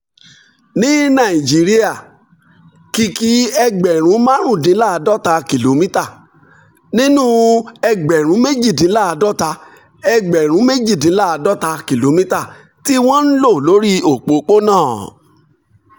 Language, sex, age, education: Yoruba, male, 46-60, tertiary